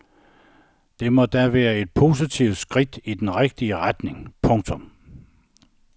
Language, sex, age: Danish, male, 69